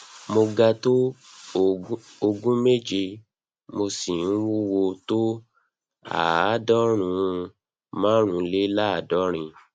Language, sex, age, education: Yoruba, male, 30-45, tertiary